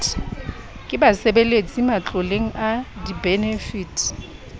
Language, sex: Southern Sotho, female